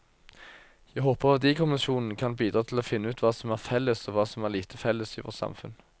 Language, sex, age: Norwegian, male, 24